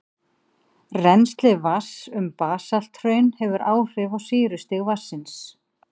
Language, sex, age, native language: Icelandic, female, 50-59, Icelandic